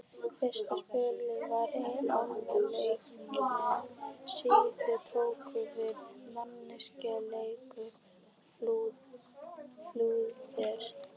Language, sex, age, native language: Icelandic, female, 11, Icelandic